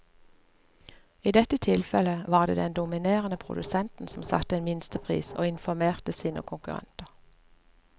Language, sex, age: Norwegian, female, 59